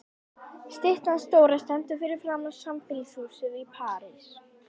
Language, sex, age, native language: Icelandic, female, 11, Icelandic